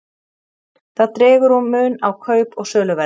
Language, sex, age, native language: Icelandic, female, 30-39, Icelandic